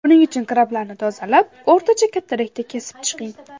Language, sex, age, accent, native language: Uzbek, female, under 19, Samarqand, Uzbek